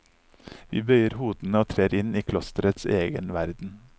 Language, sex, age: Norwegian, male, 39